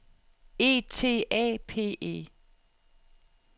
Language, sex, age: Danish, female, 36